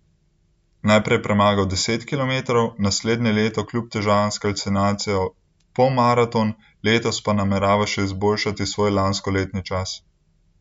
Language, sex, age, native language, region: Slovenian, male, 18-29, Slovenian, Central Slovenia